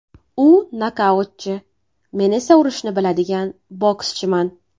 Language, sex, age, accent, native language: Uzbek, female, 18-24, Navoiy, Uzbek